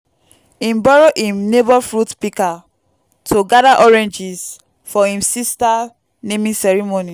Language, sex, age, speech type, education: Nigerian Pidgin, female, 15-29, spontaneous, tertiary